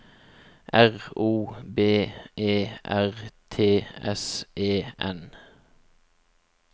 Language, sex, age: Norwegian, male, 36